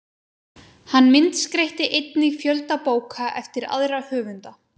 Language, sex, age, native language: Icelandic, female, 20-29, Icelandic